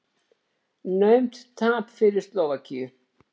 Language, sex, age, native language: Icelandic, female, 70-79, Icelandic